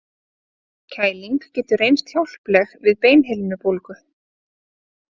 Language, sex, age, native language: Icelandic, female, 30-39, Icelandic